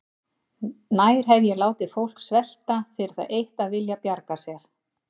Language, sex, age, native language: Icelandic, female, 50-59, Icelandic